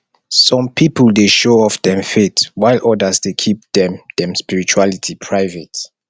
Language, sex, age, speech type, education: Nigerian Pidgin, male, 30-45, spontaneous, tertiary